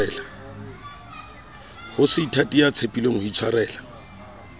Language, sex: Southern Sotho, male